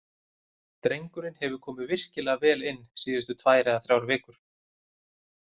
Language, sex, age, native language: Icelandic, male, 30-39, Icelandic